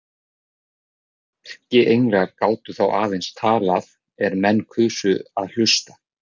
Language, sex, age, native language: Icelandic, male, 40-49, Icelandic